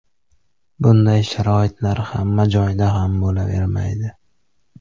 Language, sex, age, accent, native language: Uzbek, male, 18-24, Farg'ona, Uzbek